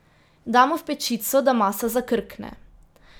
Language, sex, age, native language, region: Slovenian, female, 18-29, Slovenian, Drava region